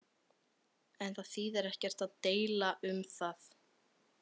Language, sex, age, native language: Icelandic, female, 18-19, Icelandic